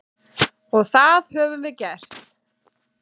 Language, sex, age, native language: Icelandic, female, 7, Icelandic